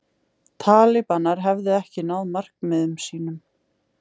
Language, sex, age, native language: Icelandic, female, 20-29, Icelandic